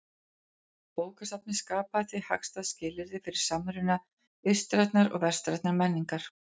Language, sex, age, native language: Icelandic, female, 40-49, Icelandic